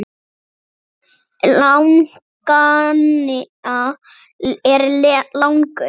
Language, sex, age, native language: Icelandic, female, 9, Icelandic